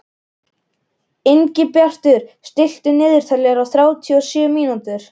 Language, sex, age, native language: Icelandic, male, 11, Icelandic